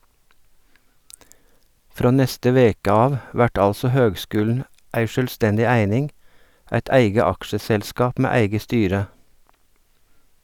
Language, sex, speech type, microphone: Norwegian, male, read, Sennheiser